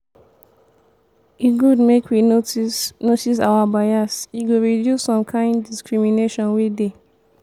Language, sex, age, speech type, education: Nigerian Pidgin, female, 15-29, spontaneous, tertiary